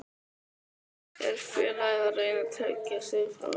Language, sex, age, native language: Icelandic, male, 11, Icelandic